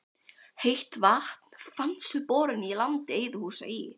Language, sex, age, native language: Icelandic, female, 12, Icelandic